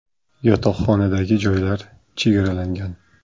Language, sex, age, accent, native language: Uzbek, male, 25-34, Jizzax, Uzbek